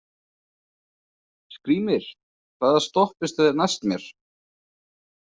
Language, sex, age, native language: Icelandic, male, 20-29, Icelandic